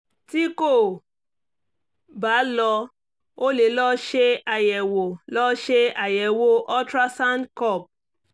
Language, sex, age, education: Yoruba, female, 30-45, tertiary